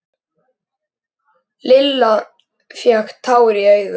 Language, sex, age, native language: Icelandic, male, 10, Icelandic